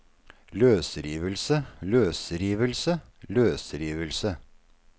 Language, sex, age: Norwegian, male, 48